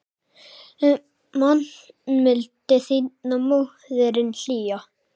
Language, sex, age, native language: Icelandic, female, 7, Icelandic